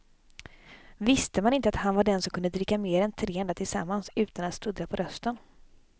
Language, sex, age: Swedish, female, 26